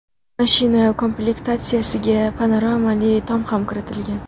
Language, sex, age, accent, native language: Uzbek, female, under 19, Samarqand, Uzbek